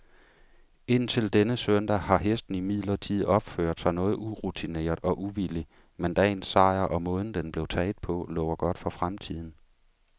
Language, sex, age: Danish, male, 35